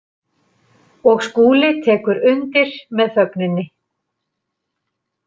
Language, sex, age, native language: Icelandic, female, 50-59, Icelandic